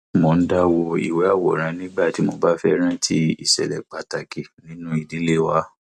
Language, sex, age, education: Yoruba, male, 15-29, tertiary